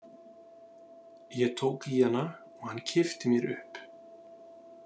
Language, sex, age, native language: Icelandic, male, 40-49, Icelandic